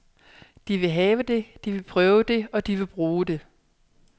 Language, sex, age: Danish, female, 27